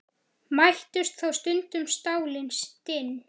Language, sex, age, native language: Icelandic, male, 10, Icelandic